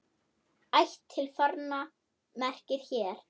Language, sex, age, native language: Icelandic, female, 8, German